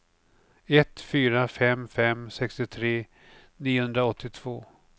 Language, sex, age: Swedish, male, 49